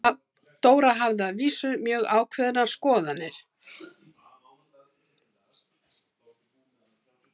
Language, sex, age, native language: Icelandic, female, 70-79, Icelandic